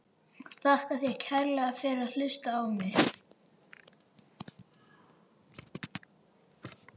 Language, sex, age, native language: Icelandic, male, 12, Icelandic